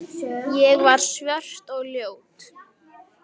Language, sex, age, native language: Icelandic, female, 10, Icelandic